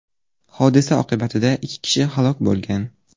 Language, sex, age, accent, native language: Uzbek, male, 18-24, Surxondaryo, Uzbek